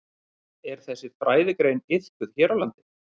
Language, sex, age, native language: Icelandic, male, 30-39, Icelandic